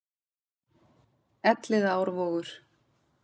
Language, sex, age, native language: Icelandic, female, 40-49, Icelandic